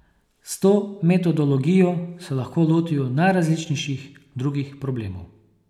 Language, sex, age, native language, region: Slovenian, male, 30-49, Slovenian, Posavska region